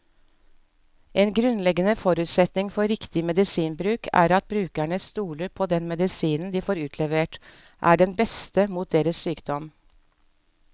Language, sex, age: Norwegian, female, 47